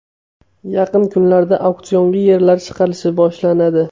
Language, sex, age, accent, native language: Uzbek, male, 18-24, Namangan, Uzbek